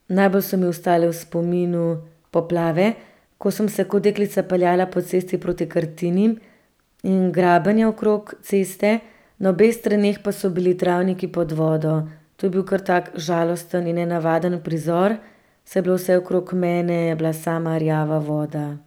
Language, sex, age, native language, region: Slovenian, female, 30-49, Slovenian, Central Slovenia